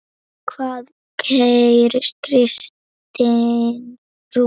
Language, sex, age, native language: Icelandic, female, 9, Icelandic